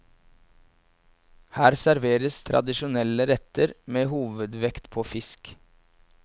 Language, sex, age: Norwegian, male, 24